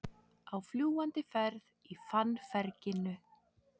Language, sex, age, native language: Icelandic, female, 30-39, Icelandic